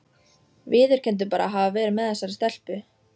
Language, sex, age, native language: Icelandic, female, 14, Icelandic